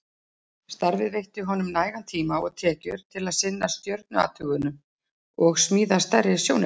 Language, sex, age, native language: Icelandic, female, 40-49, Icelandic